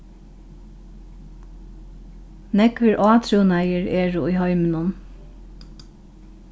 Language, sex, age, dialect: Faroese, female, 36-60, Norðurstreymoy/Eysturoy